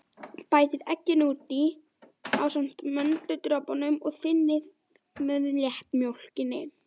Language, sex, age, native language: Icelandic, female, 12, Icelandic